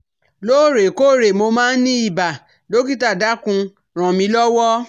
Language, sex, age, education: Yoruba, female, 30-45, tertiary